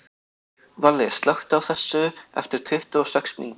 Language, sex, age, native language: Icelandic, other, 18-19, Icelandic